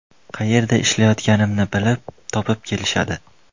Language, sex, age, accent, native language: Uzbek, male, under 19, Andijon, Uzbek